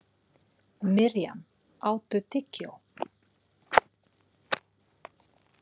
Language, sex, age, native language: Icelandic, female, 30-39, Filipino